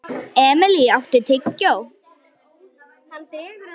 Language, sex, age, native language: Icelandic, female, 11, Icelandic